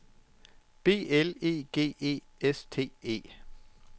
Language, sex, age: Danish, male, 34